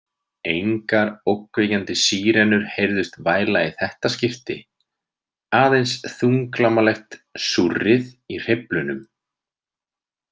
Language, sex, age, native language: Icelandic, male, 30-39, Icelandic